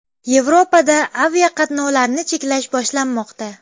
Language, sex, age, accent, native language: Uzbek, female, 12-17, Jizzax, Uzbek